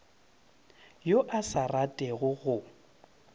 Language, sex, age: Northern Sotho, male, 30